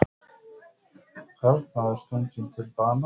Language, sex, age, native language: Icelandic, male, 50-59, Icelandic